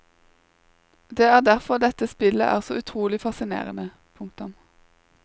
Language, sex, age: Norwegian, female, 21